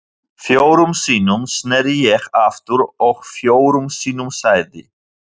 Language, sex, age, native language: Icelandic, male, 40-49, Polish